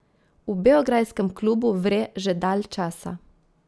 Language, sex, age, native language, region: Slovenian, female, 30-49, Slovenian, Gorica region